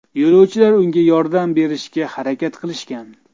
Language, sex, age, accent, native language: Uzbek, male, 35+, Toshkent viloyati, Uzbek